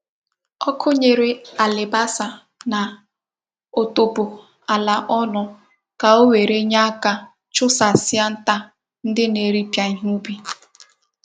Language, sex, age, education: Igbo, female, 15-29, tertiary